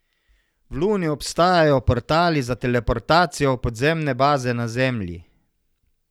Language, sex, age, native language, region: Slovenian, male, 50-59, Slovenian, Savinja region